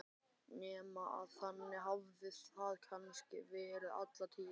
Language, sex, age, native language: Icelandic, male, 12, Icelandic